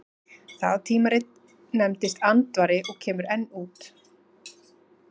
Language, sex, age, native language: Icelandic, female, 30-39, Icelandic